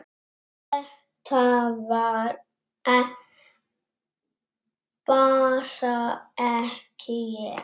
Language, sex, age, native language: Icelandic, female, 6, Icelandic